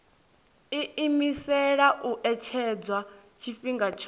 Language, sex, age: Venda, female, 24